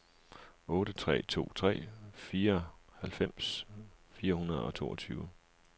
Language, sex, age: Danish, male, 37